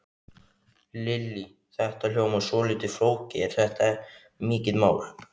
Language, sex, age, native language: Icelandic, male, 15, Icelandic